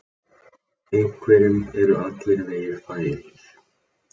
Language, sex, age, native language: Icelandic, male, 30-39, Icelandic